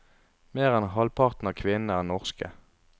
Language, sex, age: Norwegian, male, 33